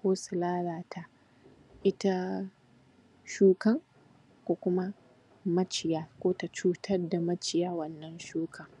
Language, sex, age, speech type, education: Hausa, female, 15-29, spontaneous, primary